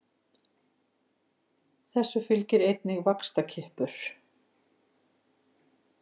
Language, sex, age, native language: Icelandic, female, 50-59, Icelandic